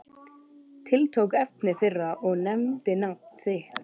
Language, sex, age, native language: Icelandic, male, 12, Icelandic